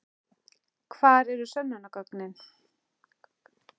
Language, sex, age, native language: Icelandic, male, 11, Icelandic